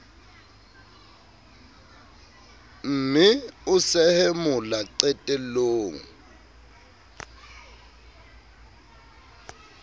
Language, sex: Southern Sotho, male